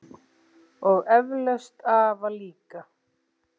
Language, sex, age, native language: Icelandic, male, 7, Icelandic